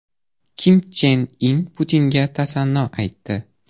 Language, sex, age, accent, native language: Uzbek, male, 18-24, Surxondaryo, Uzbek